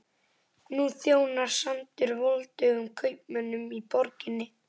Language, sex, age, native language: Icelandic, male, 11, Icelandic